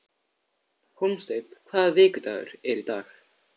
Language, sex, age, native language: Icelandic, male, 14, Icelandic